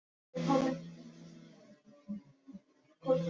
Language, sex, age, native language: Icelandic, male, 13, Icelandic